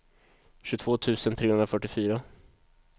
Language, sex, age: Swedish, male, 22